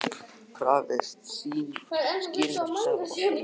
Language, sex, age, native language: Icelandic, male, 18-19, Icelandic